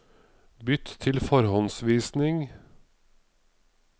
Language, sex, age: Norwegian, male, 55